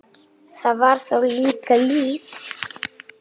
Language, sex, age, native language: Icelandic, female, 7, Icelandic